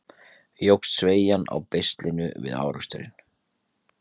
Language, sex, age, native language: Icelandic, male, 30-39, Icelandic